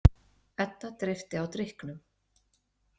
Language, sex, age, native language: Icelandic, female, 30-39, Icelandic